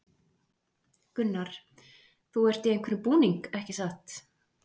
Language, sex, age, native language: Icelandic, female, 40-49, Icelandic